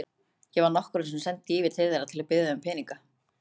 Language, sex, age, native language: Icelandic, other, 30-39, Icelandic